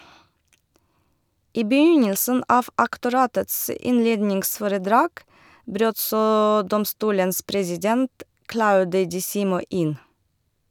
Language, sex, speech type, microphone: Norwegian, female, read, Shure